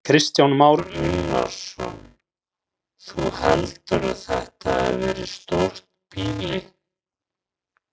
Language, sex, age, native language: Icelandic, male, 40-49, Icelandic